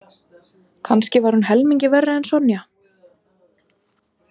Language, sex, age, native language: Icelandic, female, 20-29, Icelandic